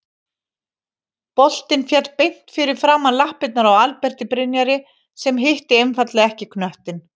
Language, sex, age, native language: Icelandic, female, 50-59, Icelandic